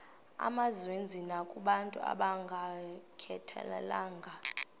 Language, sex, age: Xhosa, female, 21